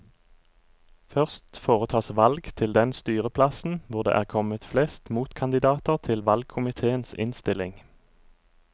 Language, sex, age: Norwegian, male, 39